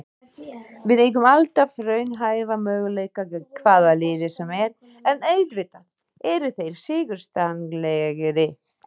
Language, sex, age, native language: Icelandic, female, 30-39, Icelandic